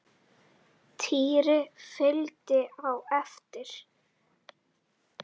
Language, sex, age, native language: Icelandic, female, 10, Icelandic